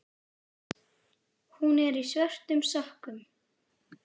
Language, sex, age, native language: Icelandic, female, 10, Icelandic